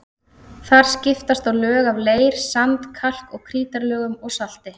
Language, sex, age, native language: Icelandic, female, 30-39, Icelandic